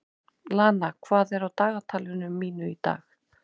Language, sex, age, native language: Icelandic, female, 30-39, Icelandic